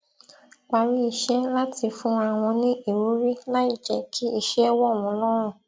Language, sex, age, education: Yoruba, female, 15-29, tertiary